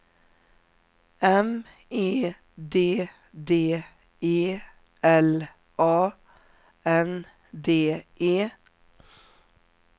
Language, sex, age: Swedish, female, 47